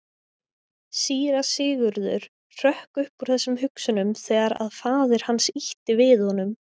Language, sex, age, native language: Icelandic, female, 20-29, Icelandic